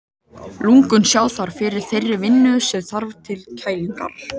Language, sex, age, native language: Icelandic, male, 18-19, Icelandic